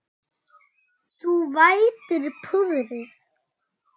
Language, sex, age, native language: Icelandic, male, 9, Icelandic